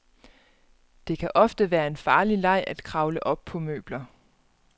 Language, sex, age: Danish, female, 29